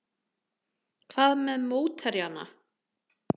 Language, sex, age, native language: Icelandic, female, 30-39, Icelandic